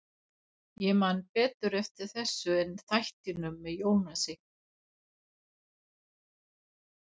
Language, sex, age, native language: Icelandic, female, 60-69, Danish